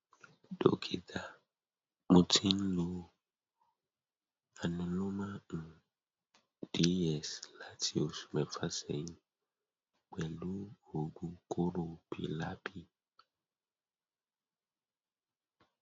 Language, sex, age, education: Yoruba, male, 30-45, tertiary